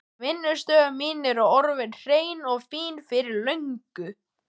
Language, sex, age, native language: Icelandic, male, 12, Icelandic